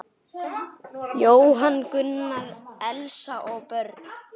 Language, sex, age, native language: Icelandic, male, 8, Icelandic